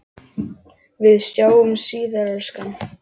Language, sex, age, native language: Icelandic, male, 10, Icelandic